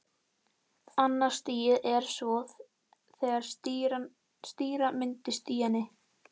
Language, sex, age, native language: Icelandic, female, 11, Icelandic